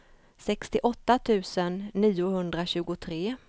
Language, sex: Swedish, female